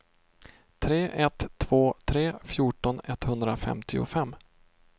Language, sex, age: Swedish, male, 32